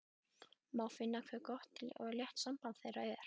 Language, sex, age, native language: Icelandic, female, 12, Icelandic